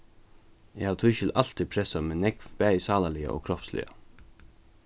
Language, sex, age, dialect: Faroese, male, 15-35, Norðuroyggjar